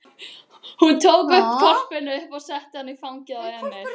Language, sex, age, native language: Icelandic, other, 12, Icelandic